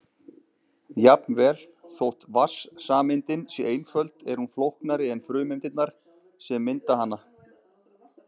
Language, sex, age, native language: Icelandic, male, 30-39, Icelandic